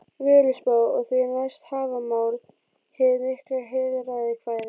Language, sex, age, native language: Icelandic, female, 12, Icelandic